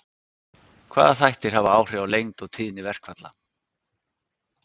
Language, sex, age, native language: Icelandic, male, 60-69, Icelandic